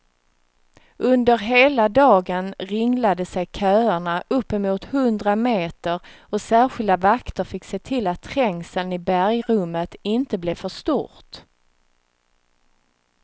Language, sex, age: Swedish, female, 36